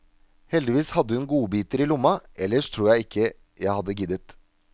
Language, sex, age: Norwegian, male, 37